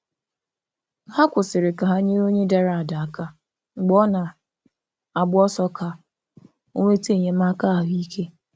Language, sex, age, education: Igbo, female, 30-45, tertiary